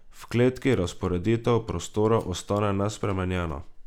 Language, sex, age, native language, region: Slovenian, male, 18-29, Slovenian, Drava region